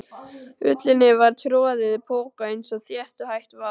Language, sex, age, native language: Icelandic, male, 12, Icelandic